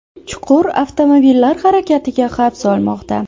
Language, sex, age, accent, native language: Uzbek, female, 18-24, Toshkent shahri, Uzbek